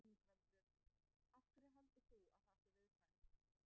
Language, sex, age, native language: Icelandic, female, 20-29, Icelandic